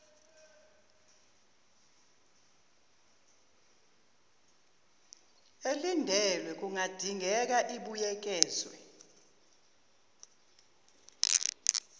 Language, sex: Zulu, female